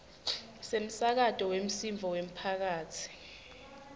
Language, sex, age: Swati, female, 20